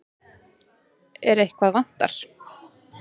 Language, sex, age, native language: Icelandic, female, 30-39, Icelandic